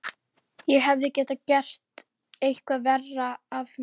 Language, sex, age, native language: Icelandic, female, 11, Icelandic